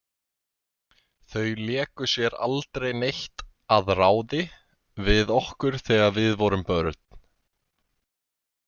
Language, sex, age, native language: Icelandic, male, 20-29, Icelandic